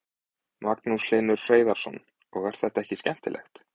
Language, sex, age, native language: Icelandic, male, 20-29, Icelandic